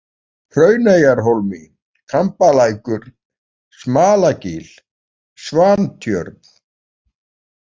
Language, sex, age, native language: Icelandic, male, 40-49, Icelandic